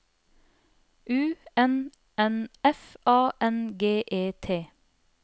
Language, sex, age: Norwegian, female, 30